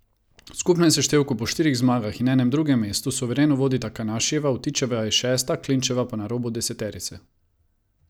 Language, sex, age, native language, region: Slovenian, male, 30-49, Croatian, Savinja region